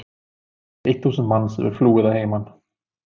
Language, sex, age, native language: Icelandic, male, 30-39, Icelandic